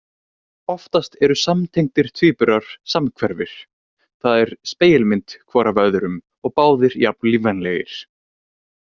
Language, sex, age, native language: Icelandic, male, 18-19, Icelandic